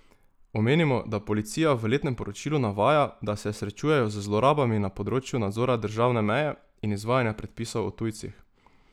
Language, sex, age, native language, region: Slovenian, male, 18-29, Slovenian, Drava region